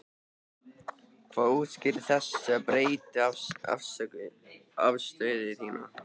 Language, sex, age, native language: Icelandic, male, 13, Icelandic